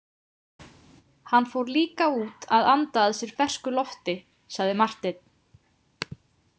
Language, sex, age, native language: Icelandic, female, 20-29, Icelandic